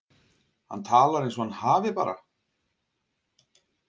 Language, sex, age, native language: Icelandic, male, 40-49, Icelandic